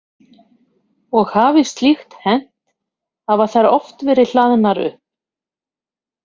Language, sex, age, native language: Icelandic, female, 50-59, Icelandic